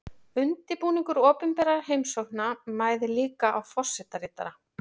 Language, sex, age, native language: Icelandic, female, 40-49, Icelandic